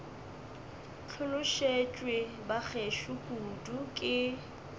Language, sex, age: Northern Sotho, male, 21